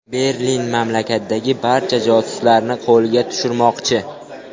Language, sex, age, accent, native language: Uzbek, male, 12-17, Qashqadaryo, Uzbek